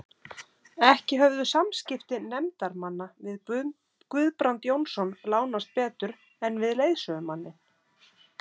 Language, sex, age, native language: Icelandic, female, 30-39, Icelandic